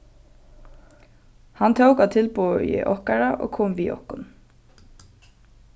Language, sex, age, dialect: Faroese, female, 15-35, Norðurstreymoy/Eysturoy